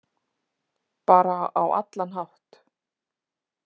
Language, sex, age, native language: Icelandic, female, 30-39, Icelandic